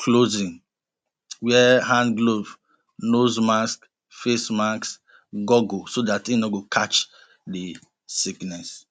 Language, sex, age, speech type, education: Nigerian Pidgin, male, 30-45, spontaneous, tertiary